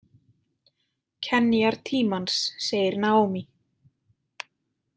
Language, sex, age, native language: Icelandic, female, 20-29, Icelandic